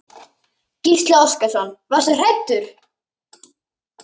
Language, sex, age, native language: Icelandic, male, 11, Icelandic